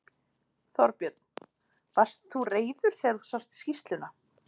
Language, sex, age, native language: Icelandic, female, 40-49, Icelandic